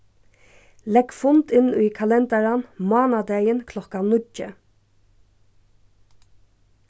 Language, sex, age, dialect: Faroese, female, 15-35, Suðurstreymoy